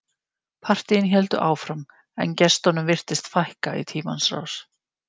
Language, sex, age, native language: Icelandic, female, 50-59, Icelandic